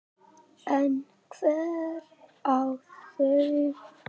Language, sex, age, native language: Icelandic, male, 8, Icelandic